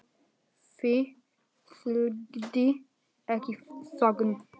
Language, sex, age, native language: Icelandic, male, 10, Polish